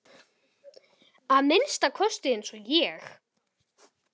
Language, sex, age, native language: Icelandic, male, 12, Icelandic